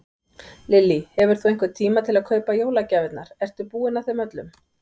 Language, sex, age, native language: Icelandic, female, 50-59, Icelandic